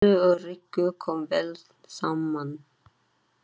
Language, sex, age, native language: Icelandic, female, 30-39, Chinese